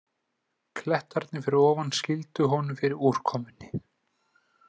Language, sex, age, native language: Icelandic, male, 20-29, Icelandic